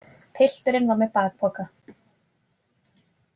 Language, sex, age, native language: Icelandic, female, 20-29, Icelandic